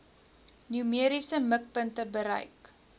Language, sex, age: Afrikaans, female, 19